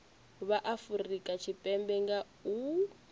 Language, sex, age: Venda, female, 24